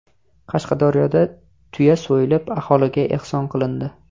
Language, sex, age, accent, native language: Uzbek, male, 18-24, Jizzax, Uzbek